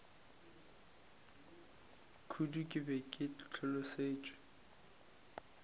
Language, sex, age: Northern Sotho, male, 22